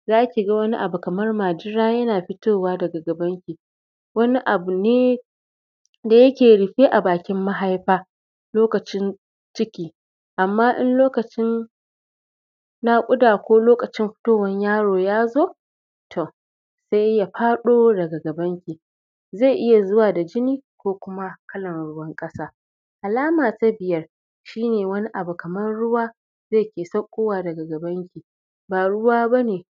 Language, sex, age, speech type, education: Hausa, female, 30-45, spontaneous, tertiary